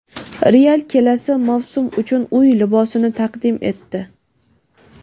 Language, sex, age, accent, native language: Uzbek, female, 18-24, Navoiy, Uzbek